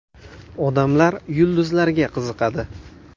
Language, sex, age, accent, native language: Uzbek, male, 19-29, Toshkent viloyati, Uzbek